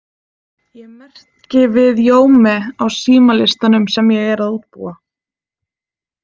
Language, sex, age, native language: Icelandic, female, 20-29, Icelandic